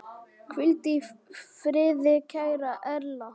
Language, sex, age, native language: Icelandic, male, 10, Icelandic